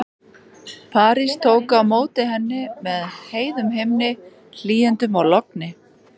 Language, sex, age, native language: Icelandic, female, 40-49, Icelandic